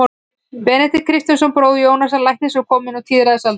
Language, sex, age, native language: Icelandic, female, 15, Icelandic